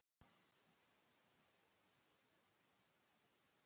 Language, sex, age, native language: Icelandic, male, 13, Icelandic